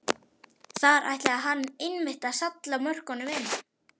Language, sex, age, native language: Icelandic, male, 11, Icelandic